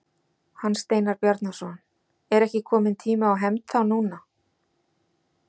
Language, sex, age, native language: Icelandic, female, 40-49, Icelandic